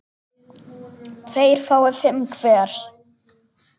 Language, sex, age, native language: Icelandic, male, 10, Icelandic